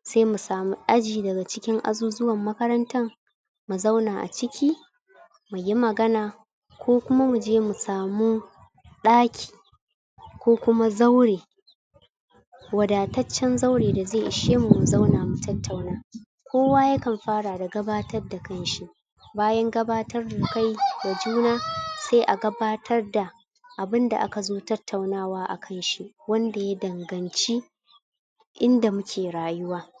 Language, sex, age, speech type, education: Hausa, female, 30-45, spontaneous, tertiary